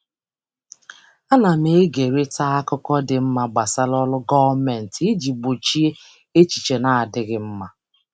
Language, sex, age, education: Igbo, female, 30-45, tertiary